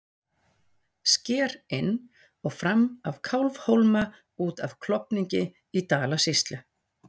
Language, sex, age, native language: Icelandic, female, 40-49, Icelandic